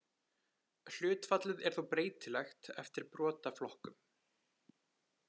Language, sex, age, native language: Icelandic, male, 20-29, Icelandic